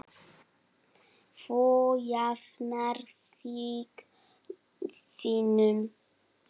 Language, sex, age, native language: Icelandic, female, 7, Icelandic